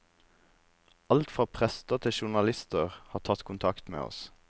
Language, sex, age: Norwegian, male, 26